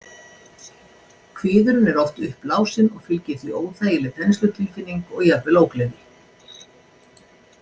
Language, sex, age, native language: Icelandic, female, 60-69, Icelandic